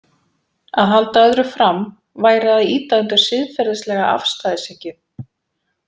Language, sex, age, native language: Icelandic, female, 40-49, Icelandic